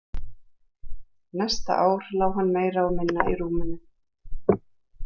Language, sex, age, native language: Icelandic, female, 40-49, Icelandic